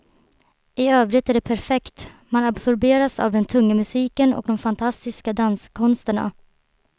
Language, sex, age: Swedish, female, 23